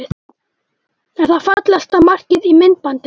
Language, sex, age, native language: Icelandic, male, 12, Icelandic